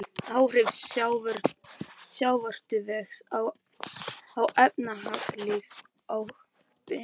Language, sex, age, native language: Icelandic, male, 11, Icelandic